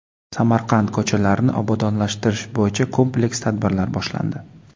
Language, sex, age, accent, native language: Uzbek, male, 18-24, Qoraqalpog'iston, Karakalpak